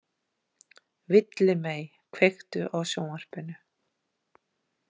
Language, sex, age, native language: Icelandic, female, 40-49, Icelandic